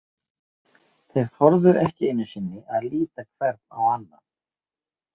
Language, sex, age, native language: Icelandic, male, 50-59, Icelandic